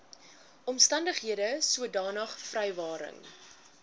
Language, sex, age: Afrikaans, female, 21